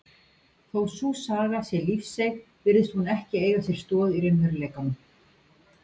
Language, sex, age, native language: Icelandic, female, 50-59, Icelandic